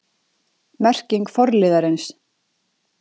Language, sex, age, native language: Icelandic, female, 40-49, Icelandic